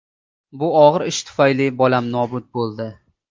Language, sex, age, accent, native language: Uzbek, male, 25-34, Namangan, Uzbek